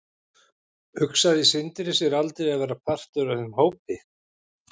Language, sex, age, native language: Icelandic, male, 50-59, Icelandic